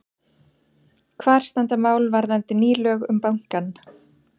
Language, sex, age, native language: Icelandic, female, 40-49, Icelandic